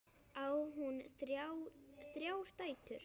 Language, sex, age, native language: Icelandic, female, 8, Icelandic